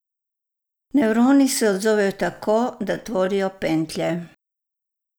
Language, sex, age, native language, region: Slovenian, female, 60+, Croatian, Savinja region